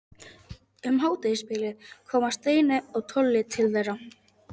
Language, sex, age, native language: Icelandic, male, 11, Polish